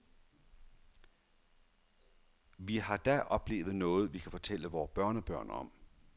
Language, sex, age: Danish, male, 51